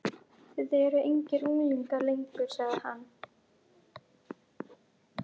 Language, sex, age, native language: Icelandic, female, 11, Icelandic